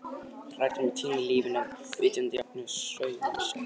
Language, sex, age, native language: Icelandic, male, 18-19, Icelandic